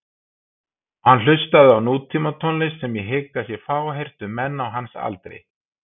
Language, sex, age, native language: Icelandic, male, 50-59, Icelandic